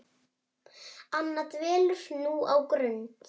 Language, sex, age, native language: Icelandic, male, 7, Icelandic